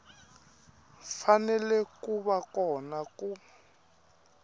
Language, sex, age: Tsonga, male, 21